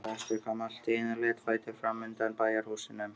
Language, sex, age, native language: Icelandic, male, 13, Icelandic